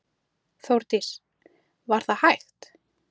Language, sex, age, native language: Icelandic, female, 30-39, Icelandic